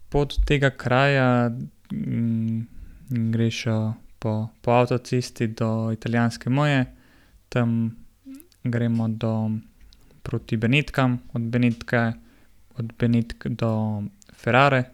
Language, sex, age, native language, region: Slovenian, male, 18-29, Slovenian, Gorenjska region